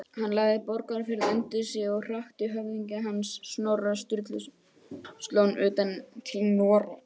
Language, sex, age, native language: Icelandic, female, 18-19, Icelandic